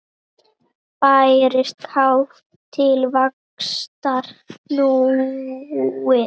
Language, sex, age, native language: Icelandic, female, 9, Icelandic